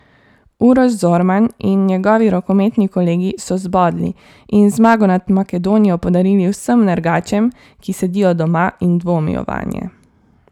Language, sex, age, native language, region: Slovenian, female, 18-29, Slovenian, Savinja region